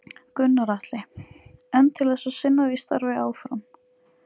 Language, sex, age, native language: Icelandic, female, 20-29, Icelandic